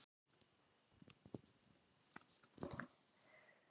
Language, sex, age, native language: Icelandic, male, 5, Icelandic